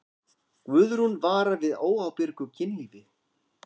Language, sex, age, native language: Icelandic, male, 40-49, Icelandic